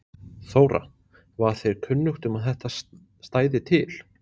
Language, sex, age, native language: Icelandic, male, 20-29, Icelandic